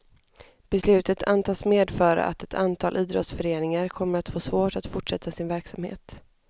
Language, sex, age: Swedish, male, 25